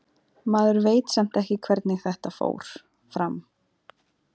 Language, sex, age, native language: Icelandic, female, 20-29, Icelandic